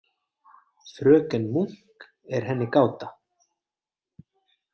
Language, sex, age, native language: Icelandic, male, 30-39, Icelandic